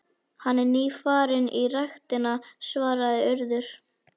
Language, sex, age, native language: Icelandic, female, 11, Icelandic